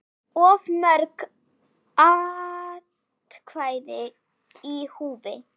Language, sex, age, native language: Icelandic, female, 8, Icelandic